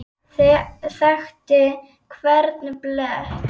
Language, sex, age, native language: Icelandic, female, 8, Icelandic